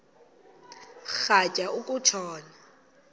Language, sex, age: Xhosa, female, 22